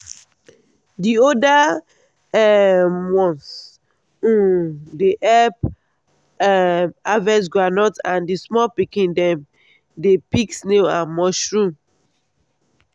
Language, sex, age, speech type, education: Nigerian Pidgin, female, 15-29, spontaneous, tertiary